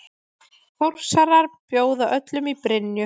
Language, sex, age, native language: Icelandic, female, 20-29, Icelandic